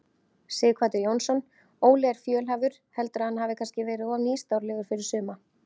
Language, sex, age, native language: Icelandic, female, 30-39, Icelandic